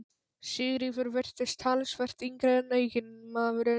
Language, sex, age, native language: Icelandic, male, 12, Polish